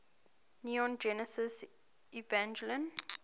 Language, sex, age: English, female, 18